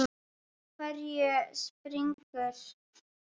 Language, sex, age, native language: Icelandic, female, 12, Icelandic